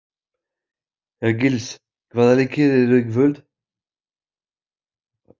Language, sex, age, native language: Icelandic, male, 50-59, French